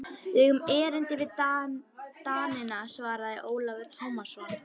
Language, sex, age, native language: Icelandic, female, 11, Icelandic